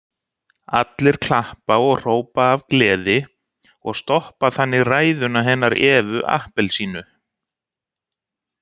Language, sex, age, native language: Icelandic, male, 60-69, Icelandic